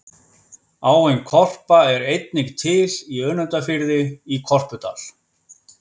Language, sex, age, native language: Icelandic, male, 50-59, Icelandic